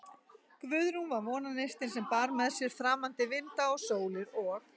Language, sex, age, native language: Icelandic, female, 40-49, Icelandic